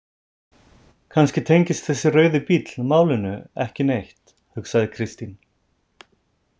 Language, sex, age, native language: Icelandic, male, 30-39, Icelandic